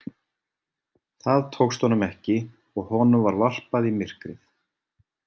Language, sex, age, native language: Icelandic, male, 40-49, Icelandic